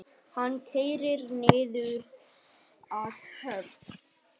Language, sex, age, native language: Icelandic, male, 10, Vietnamese